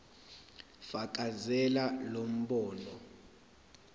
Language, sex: Zulu, male